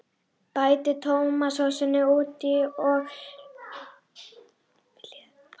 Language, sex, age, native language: Icelandic, female, 12, Icelandic